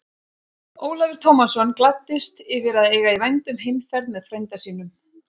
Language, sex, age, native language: Icelandic, female, 40-49, Icelandic